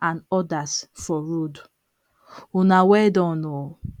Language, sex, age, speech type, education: Nigerian Pidgin, female, 30-45, spontaneous, tertiary